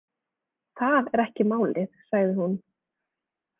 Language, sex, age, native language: Icelandic, female, 20-29, Icelandic